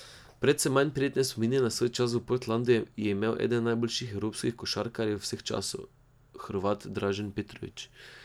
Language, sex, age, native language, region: Slovenian, male, 18-29, Slovenian, Drava region